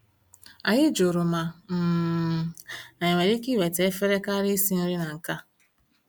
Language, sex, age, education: Igbo, female, 15-29, tertiary